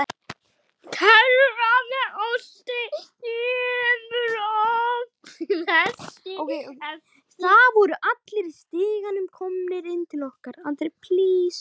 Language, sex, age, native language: Icelandic, other, 12, Icelandic